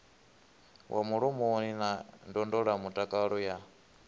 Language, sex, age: Venda, male, 24